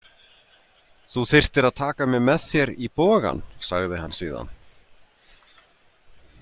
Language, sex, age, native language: Icelandic, male, 40-49, Icelandic